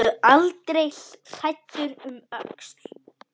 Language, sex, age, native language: Icelandic, female, 10, Icelandic